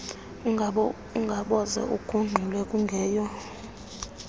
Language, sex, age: Xhosa, female, 21